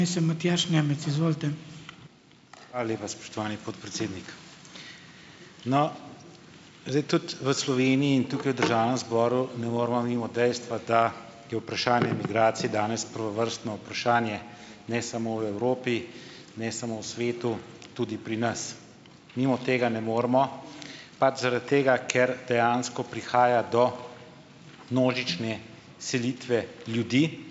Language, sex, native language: Slovenian, male, Slovenian